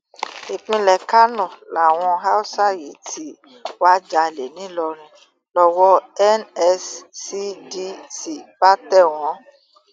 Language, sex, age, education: Yoruba, female, 30-45, tertiary